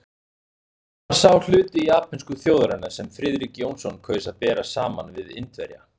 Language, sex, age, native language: Icelandic, male, 40-49, Icelandic